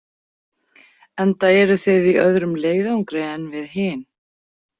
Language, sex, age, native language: Icelandic, female, 40-49, Icelandic